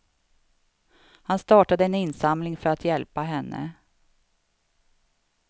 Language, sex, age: Swedish, female, 52